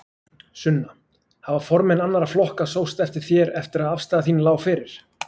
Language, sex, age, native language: Icelandic, male, 20-29, Icelandic